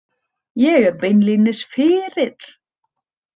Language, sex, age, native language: Icelandic, female, 30-39, Icelandic